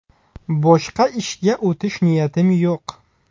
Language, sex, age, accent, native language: Uzbek, male, 30-39, Buxoro, Uzbek